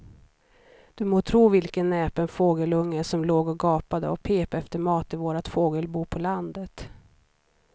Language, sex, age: Swedish, female, 39